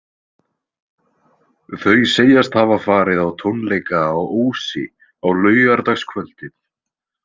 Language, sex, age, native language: Icelandic, male, 20-29, Icelandic